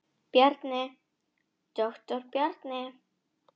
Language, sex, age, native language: Icelandic, female, 10, Icelandic